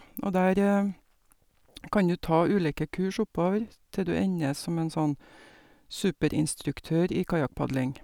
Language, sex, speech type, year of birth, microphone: Norwegian, female, spontaneous, 1961, Sennheiser